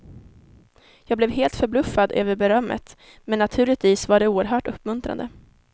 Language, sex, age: Swedish, female, 19